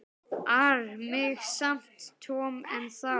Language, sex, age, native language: Icelandic, male, 10, Icelandic